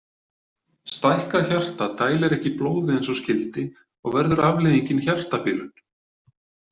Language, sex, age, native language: Icelandic, male, 40-49, Icelandic